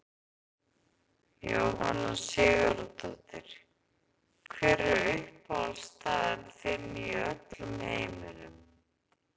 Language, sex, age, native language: Icelandic, female, 30-39, Icelandic